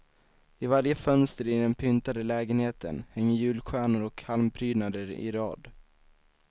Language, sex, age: Swedish, male, 19